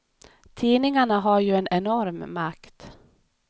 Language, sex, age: Swedish, female, 31